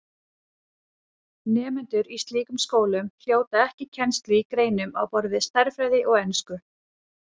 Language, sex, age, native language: Icelandic, female, 30-39, Icelandic